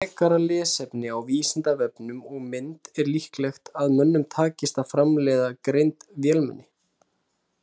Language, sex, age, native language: Icelandic, male, 30-39, Icelandic